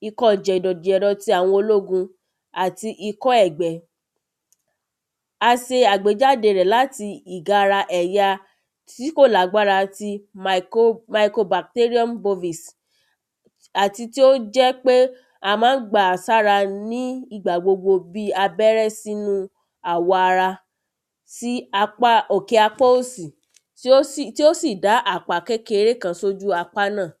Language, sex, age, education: Yoruba, female, 30-45, tertiary